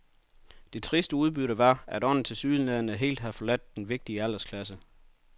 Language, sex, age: Danish, male, 31